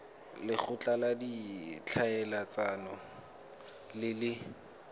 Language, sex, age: Tswana, male, 18